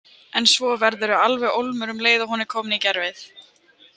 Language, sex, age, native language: Icelandic, male, 18-19, Icelandic